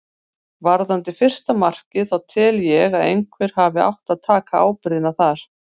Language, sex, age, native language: Icelandic, female, 50-59, Icelandic